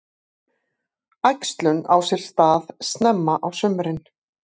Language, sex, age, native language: Icelandic, female, 50-59, Icelandic